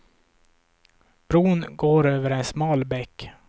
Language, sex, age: Swedish, male, 26